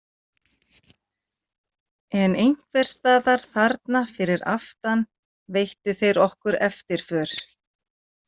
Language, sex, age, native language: Icelandic, female, 40-49, Icelandic